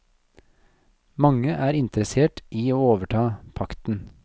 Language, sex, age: Norwegian, male, 40